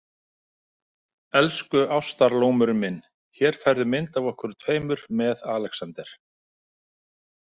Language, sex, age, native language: Icelandic, male, 50-59, Icelandic